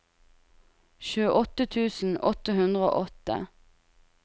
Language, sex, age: Norwegian, female, 20